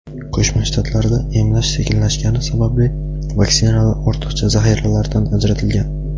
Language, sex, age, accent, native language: Uzbek, male, 18-24, Navoiy, Uzbek